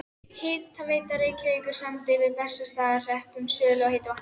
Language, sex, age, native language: Icelandic, female, 13, Icelandic